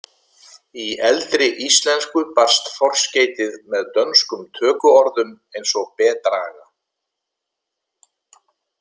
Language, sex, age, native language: Icelandic, male, 70-79, Icelandic